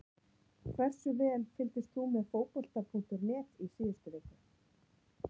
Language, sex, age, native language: Icelandic, female, 40-49, Icelandic